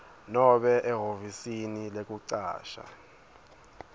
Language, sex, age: Swati, male, 22